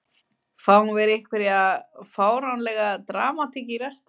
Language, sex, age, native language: Icelandic, female, 50-59, Icelandic